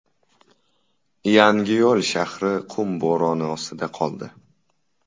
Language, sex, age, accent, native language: Uzbek, male, 18-24, Toshkent shahri, Uzbek